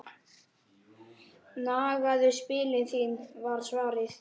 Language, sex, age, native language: Icelandic, female, 9, Icelandic